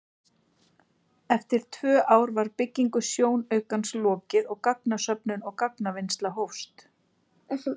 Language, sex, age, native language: Icelandic, female, 40-49, Icelandic